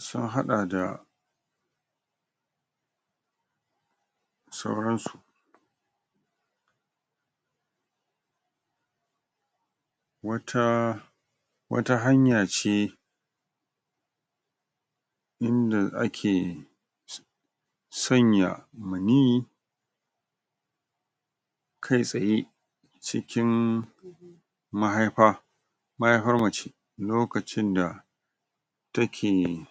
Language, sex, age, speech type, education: Hausa, male, 46-60, spontaneous, tertiary